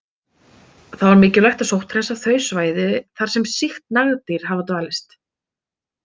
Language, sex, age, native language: Icelandic, female, 30-39, Icelandic